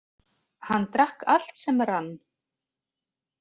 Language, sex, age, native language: Icelandic, female, 40-49, Icelandic